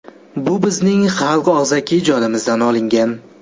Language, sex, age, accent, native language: Uzbek, male, 18-24, Jizzax, Uzbek